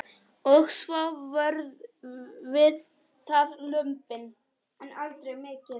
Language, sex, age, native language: Icelandic, female, 10, Polish